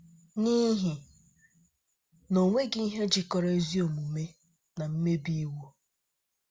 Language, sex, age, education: Igbo, female, 15-29, tertiary